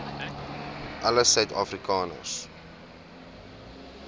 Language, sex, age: Afrikaans, male, 21